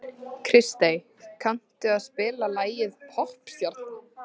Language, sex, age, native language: Icelandic, female, 13, Icelandic